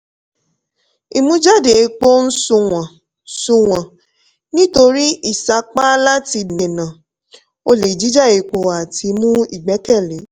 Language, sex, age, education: Yoruba, female, 15-29, tertiary